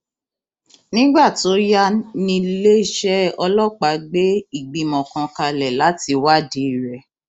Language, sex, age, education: Yoruba, female, 15-29, tertiary